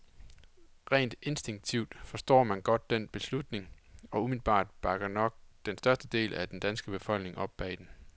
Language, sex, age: Danish, male, 28